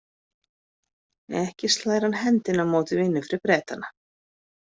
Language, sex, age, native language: Icelandic, female, 50-59, Icelandic